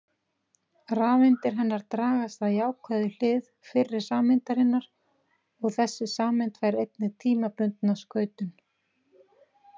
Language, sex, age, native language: Icelandic, female, 40-49, Icelandic